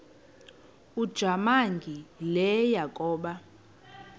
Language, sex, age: Xhosa, female, 18